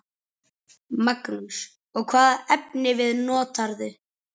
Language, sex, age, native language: Icelandic, male, 10, Icelandic